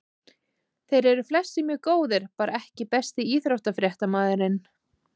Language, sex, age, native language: Icelandic, female, 20-29, Icelandic